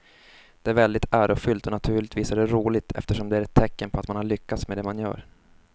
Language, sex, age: Swedish, male, 24